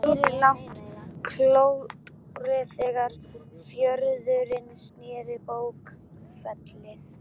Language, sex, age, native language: Icelandic, female, 12, Icelandic